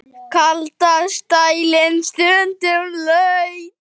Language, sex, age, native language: Icelandic, male, 9, Icelandic